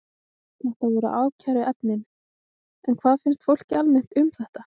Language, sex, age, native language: Icelandic, female, 20-29, Icelandic